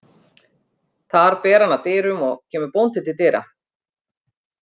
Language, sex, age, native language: Icelandic, female, 50-59, Icelandic